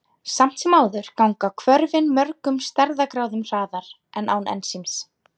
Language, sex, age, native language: Icelandic, female, 30-39, Icelandic